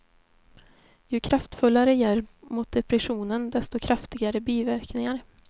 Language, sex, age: Swedish, female, 20